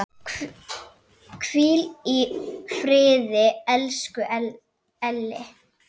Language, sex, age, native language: Icelandic, female, 10, Icelandic